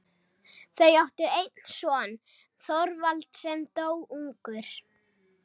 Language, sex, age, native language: Icelandic, female, 18-19, Icelandic